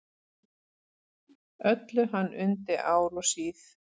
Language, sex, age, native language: Icelandic, female, 40-49, Icelandic